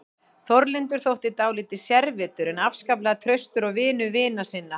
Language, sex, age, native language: Icelandic, female, 40-49, Icelandic